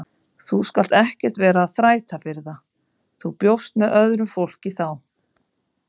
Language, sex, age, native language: Icelandic, female, 50-59, Icelandic